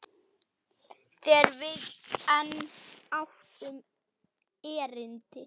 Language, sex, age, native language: Icelandic, male, 9, Icelandic